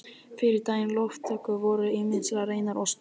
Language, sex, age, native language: Icelandic, male, 18-19, Icelandic